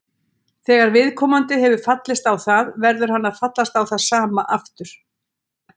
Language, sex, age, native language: Icelandic, female, 60-69, Icelandic